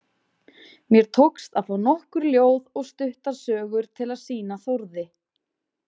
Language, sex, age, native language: Icelandic, female, 20-29, Icelandic